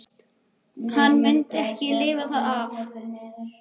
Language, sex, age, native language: Icelandic, male, 11, Icelandic